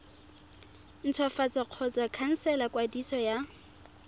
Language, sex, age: Tswana, female, 23